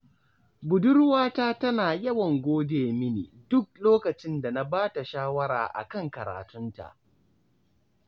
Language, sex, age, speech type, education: Hausa, male, 15-29, spontaneous, tertiary